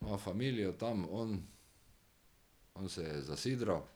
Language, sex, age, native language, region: Slovenian, male, 60+, Slovenian, Drava region